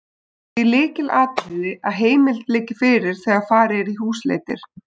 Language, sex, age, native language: Icelandic, female, 20-29, Icelandic